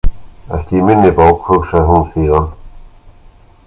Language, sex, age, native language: Icelandic, male, 60-69, Icelandic